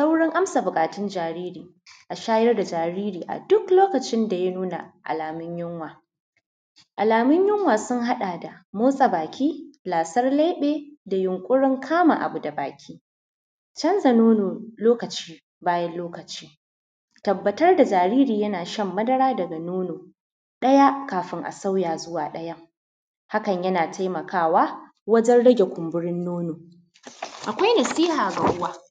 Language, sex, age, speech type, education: Hausa, female, 30-45, spontaneous, primary